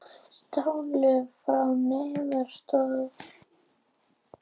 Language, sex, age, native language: Icelandic, female, 18-19, Icelandic